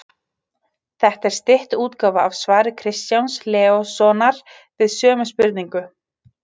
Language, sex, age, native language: Icelandic, female, 30-39, Icelandic